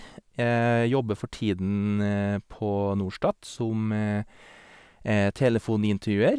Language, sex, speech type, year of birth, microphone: Norwegian, male, spontaneous, 1983, Sennheiser